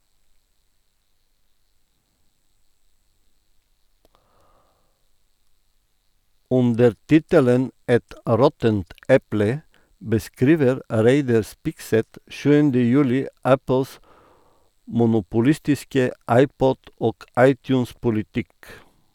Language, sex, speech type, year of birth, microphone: Norwegian, male, read, 1958, Sennheiser